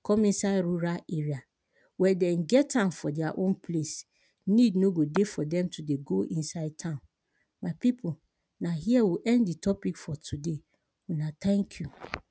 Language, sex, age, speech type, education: Nigerian Pidgin, female, 30-45, spontaneous, secondary